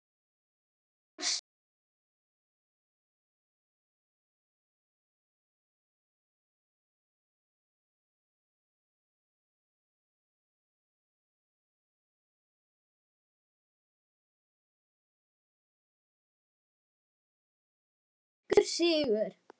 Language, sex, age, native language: Icelandic, female, 10, Icelandic